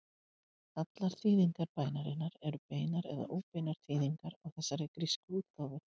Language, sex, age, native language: Icelandic, female, 50-59, Icelandic